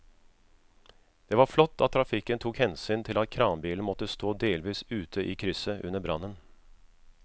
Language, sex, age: Norwegian, male, 36